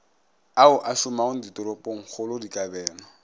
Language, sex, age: Northern Sotho, male, 26